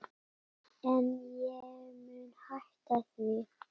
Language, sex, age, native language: Icelandic, female, 8, Icelandic